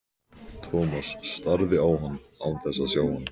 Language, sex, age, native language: Icelandic, male, 14, Icelandic